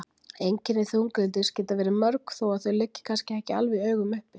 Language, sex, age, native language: Icelandic, female, 40-49, Icelandic